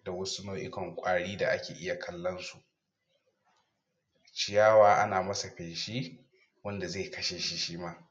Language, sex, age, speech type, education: Hausa, male, 30-45, spontaneous, tertiary